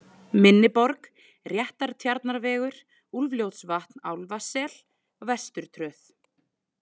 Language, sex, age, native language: Icelandic, female, 20-29, Icelandic